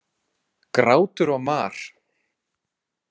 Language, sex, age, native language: Icelandic, male, 30-39, Icelandic